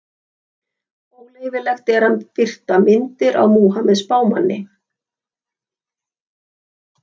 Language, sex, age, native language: Icelandic, female, 60-69, Icelandic